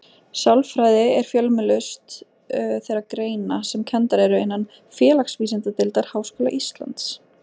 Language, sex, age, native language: Icelandic, female, 20-29, Icelandic